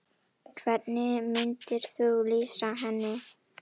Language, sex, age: Icelandic, female, 10